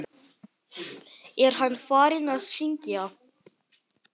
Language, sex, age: Icelandic, male, 9